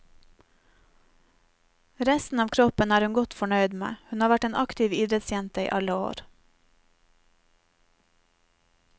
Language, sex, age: Norwegian, female, 30